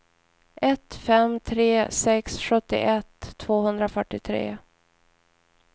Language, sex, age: Swedish, female, 41